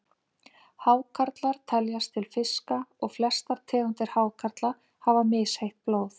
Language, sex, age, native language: Icelandic, female, 50-59, Icelandic